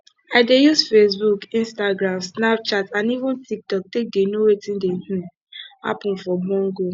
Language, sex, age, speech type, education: Nigerian Pidgin, female, 15-29, spontaneous, tertiary